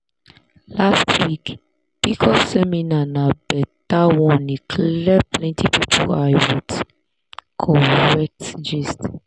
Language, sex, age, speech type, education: Nigerian Pidgin, female, 30-45, spontaneous, tertiary